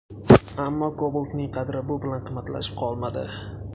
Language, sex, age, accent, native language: Uzbek, male, 18-24, Sirdaryo, Uzbek